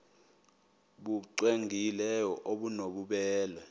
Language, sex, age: Xhosa, male, 22